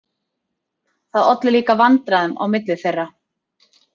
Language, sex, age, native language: Icelandic, female, 30-39, Icelandic